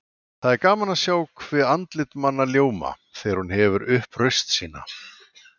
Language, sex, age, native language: Icelandic, male, 40-49, Icelandic